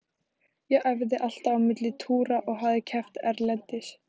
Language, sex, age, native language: Icelandic, female, 14, Icelandic